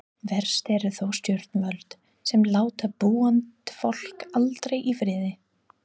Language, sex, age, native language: Icelandic, female, 30-39, English